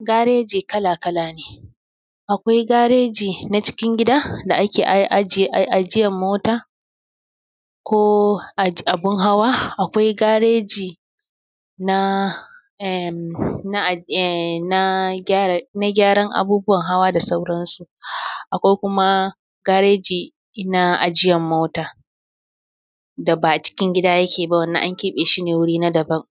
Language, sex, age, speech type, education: Hausa, female, 15-29, spontaneous, tertiary